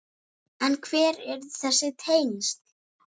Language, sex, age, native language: Icelandic, female, 7, Icelandic